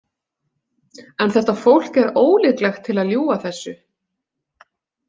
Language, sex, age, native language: Icelandic, female, 40-49, Icelandic